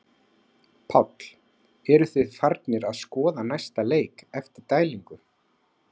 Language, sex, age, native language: Icelandic, male, 40-49, Icelandic